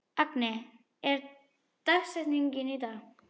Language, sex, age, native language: Icelandic, female, 11, Icelandic